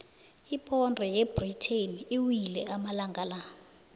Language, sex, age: South Ndebele, female, 19